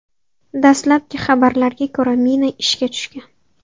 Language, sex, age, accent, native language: Uzbek, female, 18-24, Andijon, Uzbek